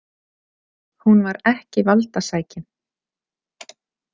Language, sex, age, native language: Icelandic, female, 40-49, Icelandic